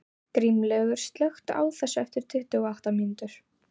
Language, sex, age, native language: Icelandic, female, 12, Icelandic